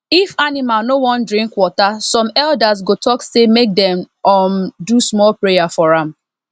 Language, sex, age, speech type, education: Nigerian Pidgin, female, 30-45, spontaneous, tertiary